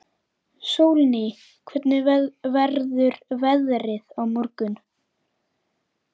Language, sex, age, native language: Icelandic, male, 11, Icelandic